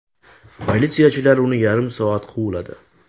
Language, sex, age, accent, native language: Uzbek, male, 18-24, Toshkent shahri, Uzbek